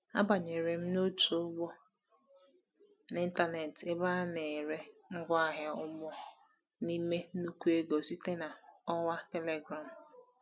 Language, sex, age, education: Igbo, female, 15-29, tertiary